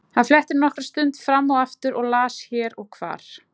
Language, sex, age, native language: Icelandic, female, 20-29, Icelandic